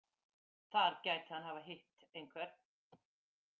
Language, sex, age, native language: Icelandic, female, 50-59, Icelandic